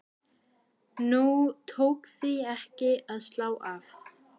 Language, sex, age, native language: Icelandic, female, 18-19, Icelandic